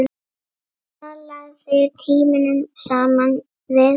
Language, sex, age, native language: Icelandic, female, 8, Icelandic